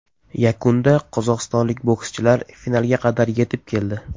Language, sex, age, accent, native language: Uzbek, male, 18-24, Toshkent shahri, Uzbek